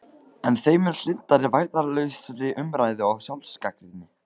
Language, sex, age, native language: Icelandic, male, 15, Icelandic